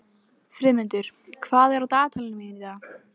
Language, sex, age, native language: Icelandic, female, 14, Icelandic